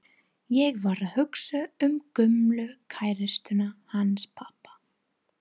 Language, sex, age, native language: Icelandic, female, 30-39, English